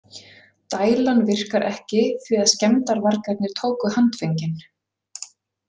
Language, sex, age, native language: Icelandic, female, 40-49, Icelandic